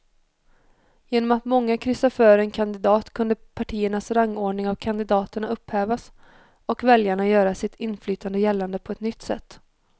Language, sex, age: Swedish, female, 21